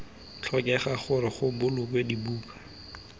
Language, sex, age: Tswana, male, 20